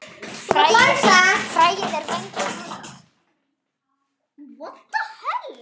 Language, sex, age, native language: Icelandic, female, 9, Icelandic